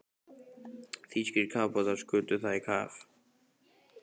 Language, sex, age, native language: Icelandic, male, 15, Icelandic